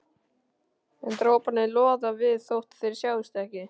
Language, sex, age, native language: Icelandic, male, 13, Icelandic